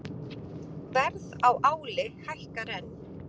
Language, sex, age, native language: Icelandic, male, 40-49, Icelandic